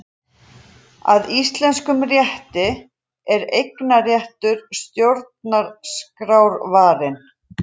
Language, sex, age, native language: Icelandic, female, 40-49, Icelandic